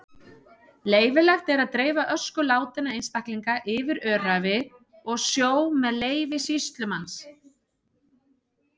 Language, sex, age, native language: Icelandic, female, 30-39, Icelandic